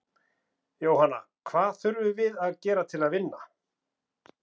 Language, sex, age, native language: Icelandic, male, 40-49, Icelandic